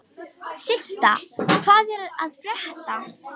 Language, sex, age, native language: Icelandic, female, 18-19, Romanian